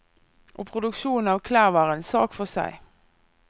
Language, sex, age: Norwegian, female, 24